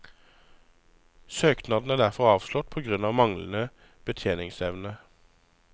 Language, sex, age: Norwegian, male, 35